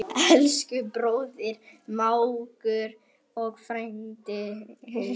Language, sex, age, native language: Icelandic, male, 8, Icelandic